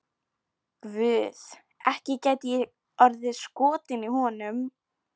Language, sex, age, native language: Icelandic, female, 11, Polish